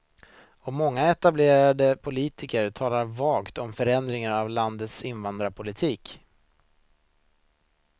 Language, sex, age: Swedish, male, 26